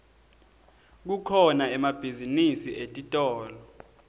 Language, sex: Swati, male